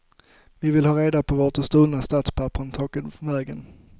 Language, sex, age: Swedish, male, 25